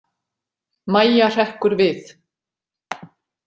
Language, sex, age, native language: Icelandic, female, 40-49, Icelandic